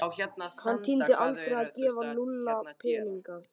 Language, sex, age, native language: Icelandic, male, 13, Icelandic